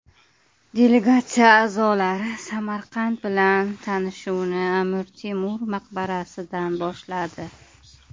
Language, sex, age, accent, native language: Uzbek, female, 30-39, Qashqadaryo, Uzbek